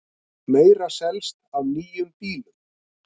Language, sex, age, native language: Icelandic, male, 50-59, Icelandic